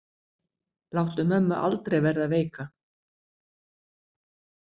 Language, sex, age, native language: Icelandic, female, 60-69, Icelandic